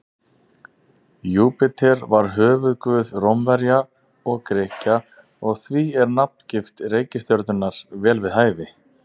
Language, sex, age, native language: Icelandic, male, 30-39, Icelandic